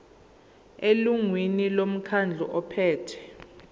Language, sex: Zulu, female